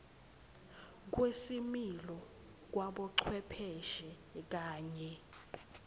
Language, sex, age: Swati, female, 20